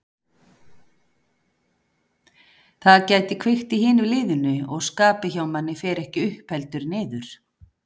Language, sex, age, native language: Icelandic, female, 50-59, Icelandic